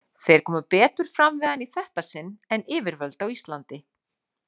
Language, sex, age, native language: Icelandic, female, 40-49, Icelandic